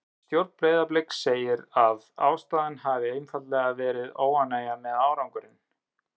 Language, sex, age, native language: Icelandic, male, 30-39, Icelandic